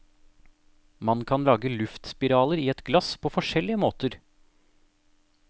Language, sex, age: Norwegian, male, 28